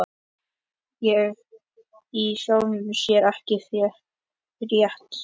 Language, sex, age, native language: Icelandic, male, 11, Icelandic